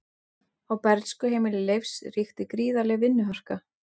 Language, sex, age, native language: Icelandic, male, 12, Icelandic